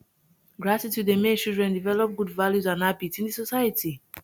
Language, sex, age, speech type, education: Nigerian Pidgin, female, 30-45, spontaneous, tertiary